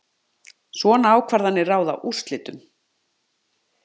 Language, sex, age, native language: Icelandic, male, 50-59, Icelandic